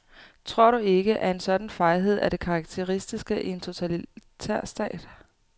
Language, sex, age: Danish, female, 18